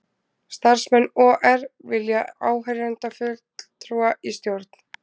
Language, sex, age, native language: Icelandic, female, 20-29, Icelandic